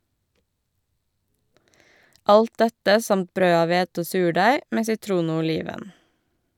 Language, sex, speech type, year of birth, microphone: Norwegian, female, read, 1982, Shure